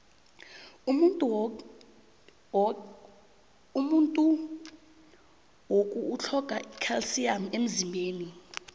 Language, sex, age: South Ndebele, female, 22